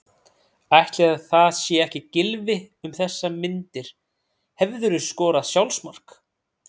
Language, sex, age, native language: Icelandic, male, 30-39, Icelandic